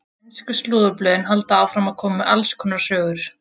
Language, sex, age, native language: Icelandic, female, 20-29, Icelandic